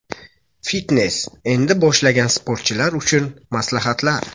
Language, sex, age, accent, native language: Uzbek, male, 25-34, Buxoro, Uzbek